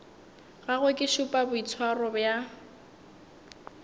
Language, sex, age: Northern Sotho, female, 19